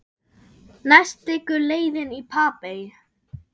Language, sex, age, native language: Icelandic, female, 10, German